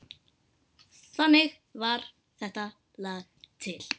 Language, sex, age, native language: Icelandic, female, 10, Icelandic